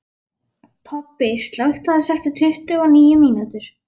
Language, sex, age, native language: Icelandic, female, 11, Icelandic